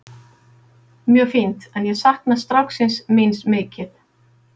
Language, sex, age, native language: Icelandic, female, 50-59, Icelandic